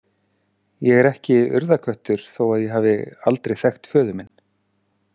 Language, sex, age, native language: Icelandic, male, 40-49, Icelandic